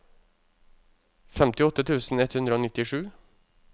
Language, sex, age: Norwegian, male, 35